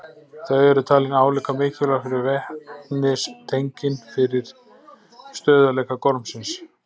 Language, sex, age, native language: Icelandic, male, 40-49, Icelandic